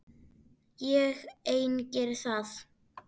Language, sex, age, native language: Icelandic, female, 9, Icelandic